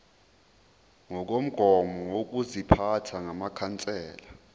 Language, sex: Zulu, male